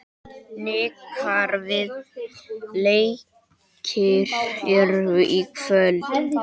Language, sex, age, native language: Icelandic, male, 18-19, Icelandic